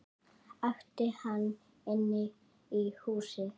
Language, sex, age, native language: Icelandic, male, 9, Icelandic